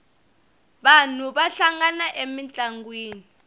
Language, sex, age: Tsonga, female, 22